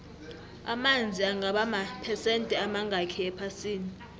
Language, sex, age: South Ndebele, female, 25